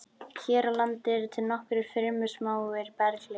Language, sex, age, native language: Icelandic, female, 12, Icelandic